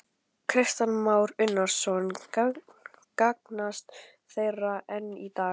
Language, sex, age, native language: Icelandic, male, 12, Icelandic